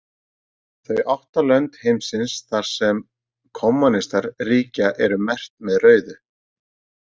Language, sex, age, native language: Icelandic, male, 40-49, Icelandic